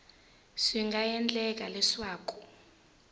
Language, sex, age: Tsonga, female, 20